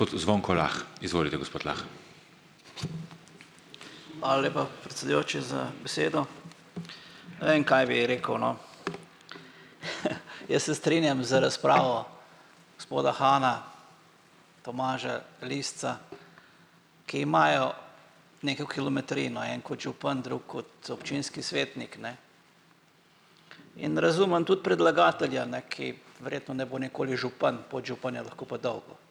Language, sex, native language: Slovenian, male, Slovenian